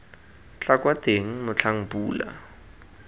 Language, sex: Tswana, male